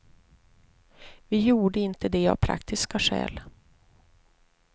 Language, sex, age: Swedish, female, 43